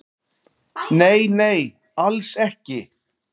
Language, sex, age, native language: Icelandic, male, 40-49, Icelandic